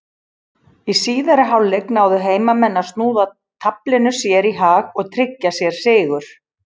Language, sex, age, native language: Icelandic, female, 40-49, Icelandic